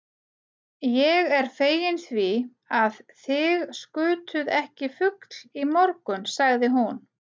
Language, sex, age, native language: Icelandic, female, 40-49, Icelandic